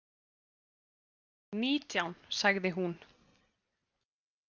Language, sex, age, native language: Icelandic, female, 20-29, Icelandic